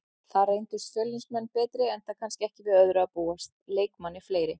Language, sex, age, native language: Icelandic, female, 40-49, Icelandic